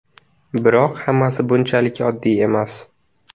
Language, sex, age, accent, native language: Uzbek, male, under 19, Navoiy, Uzbek